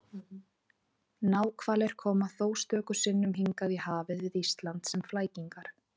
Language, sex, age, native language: Icelandic, female, 20-29, Icelandic